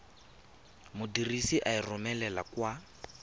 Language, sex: Tswana, male